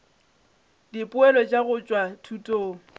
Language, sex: Northern Sotho, female